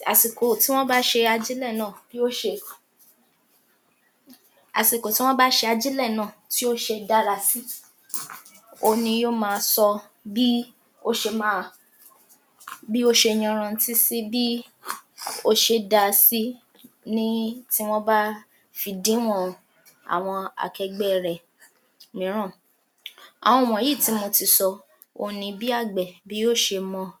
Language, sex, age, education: Yoruba, female, 46-60, tertiary